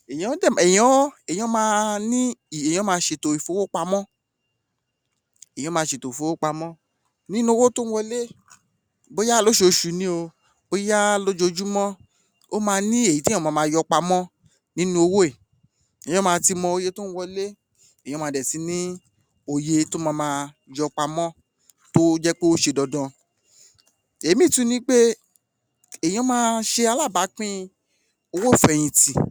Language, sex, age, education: Yoruba, male, 30-45, tertiary